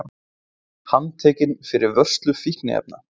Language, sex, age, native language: Icelandic, male, 20-29, Icelandic